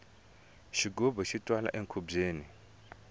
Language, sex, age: Tsonga, male, 22